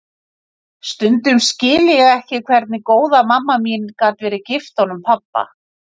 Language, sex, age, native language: Icelandic, female, 50-59, Icelandic